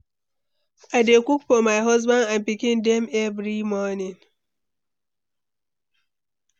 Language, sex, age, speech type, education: Nigerian Pidgin, female, 15-29, read, tertiary